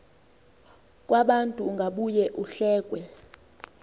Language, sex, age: Xhosa, female, 20